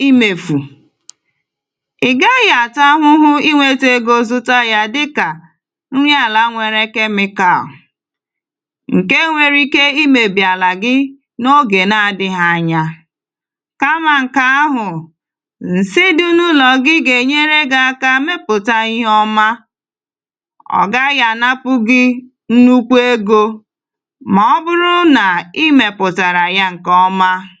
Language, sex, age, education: Igbo, female, 15-29, tertiary